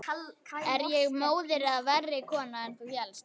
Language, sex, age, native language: Icelandic, male, 11, Icelandic